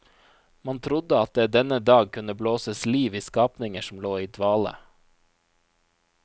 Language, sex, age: Norwegian, male, 29